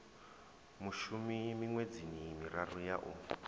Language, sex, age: Venda, male, 23